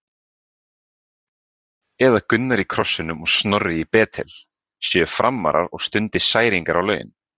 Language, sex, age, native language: Icelandic, male, 20-29, Icelandic